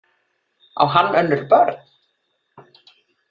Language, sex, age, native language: Icelandic, female, 40-49, Icelandic